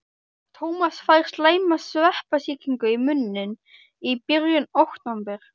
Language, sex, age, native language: Icelandic, female, 12, Icelandic